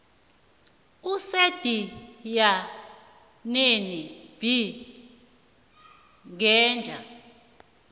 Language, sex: South Ndebele, female